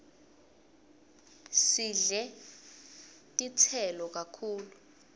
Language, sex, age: Swati, female, 22